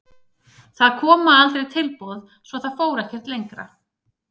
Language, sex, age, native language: Icelandic, female, 30-39, Icelandic